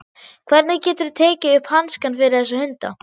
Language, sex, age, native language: Icelandic, female, 11, German